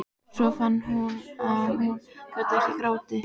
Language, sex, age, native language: Icelandic, female, 12, Icelandic